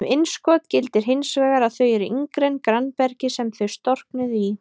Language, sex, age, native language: Icelandic, female, 30-39, Icelandic